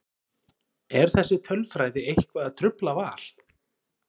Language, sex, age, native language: Icelandic, male, 30-39, Icelandic